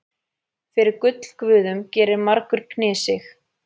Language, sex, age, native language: Icelandic, female, 30-39, Icelandic